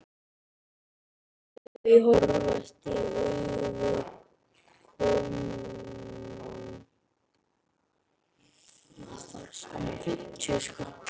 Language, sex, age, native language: Icelandic, male, 13, Icelandic